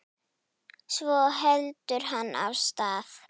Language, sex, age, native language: Icelandic, female, 9, Icelandic